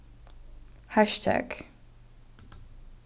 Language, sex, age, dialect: Faroese, female, 15-35, Norðurstreymoy/Eysturoy